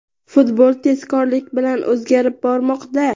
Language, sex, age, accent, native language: Uzbek, female, 18-24, Toshkent viloyati, Uzbek